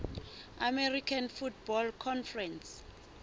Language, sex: Southern Sotho, female